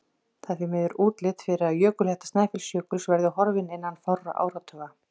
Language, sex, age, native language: Icelandic, female, 40-49, Icelandic